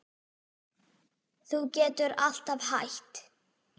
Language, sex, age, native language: Icelandic, female, 6, Icelandic